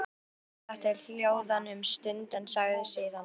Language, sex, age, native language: Icelandic, female, 12, Icelandic